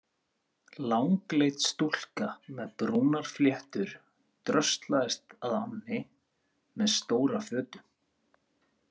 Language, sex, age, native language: Icelandic, male, 30-39, Icelandic